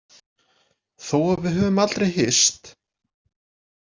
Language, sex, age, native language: Icelandic, male, 40-49, Icelandic